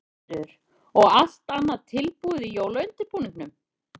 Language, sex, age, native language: Icelandic, female, 30-39, Icelandic